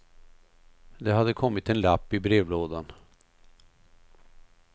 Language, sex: Swedish, male